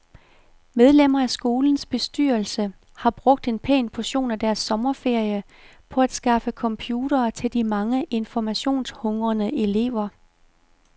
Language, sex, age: Danish, female, 51